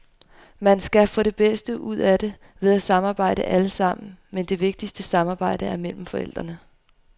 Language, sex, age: Danish, female, 25